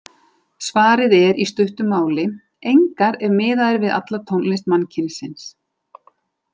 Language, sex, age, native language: Icelandic, female, 40-49, Icelandic